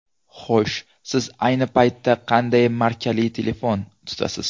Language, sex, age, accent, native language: Uzbek, male, 19-29, Toshkent viloyati, Uzbek